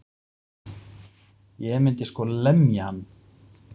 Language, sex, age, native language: Icelandic, male, 40-49, Icelandic